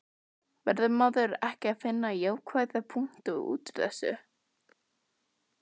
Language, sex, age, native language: Icelandic, other, 12, Icelandic